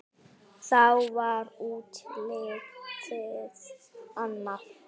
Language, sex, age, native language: Icelandic, female, 9, Icelandic